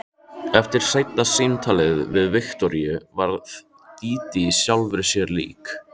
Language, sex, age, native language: Icelandic, male, 13, Icelandic